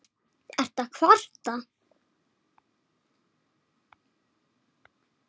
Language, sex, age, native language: Icelandic, male, 7, Icelandic